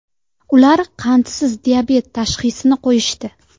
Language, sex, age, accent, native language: Uzbek, female, 19-29, Sirdaryo, Uzbek